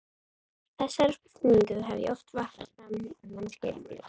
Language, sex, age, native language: Icelandic, female, 13, Icelandic